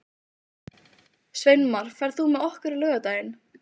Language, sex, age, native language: Icelandic, female, 15, Icelandic